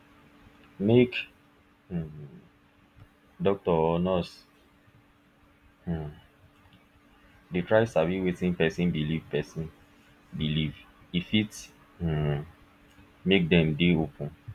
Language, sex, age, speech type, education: Nigerian Pidgin, male, 15-29, spontaneous, tertiary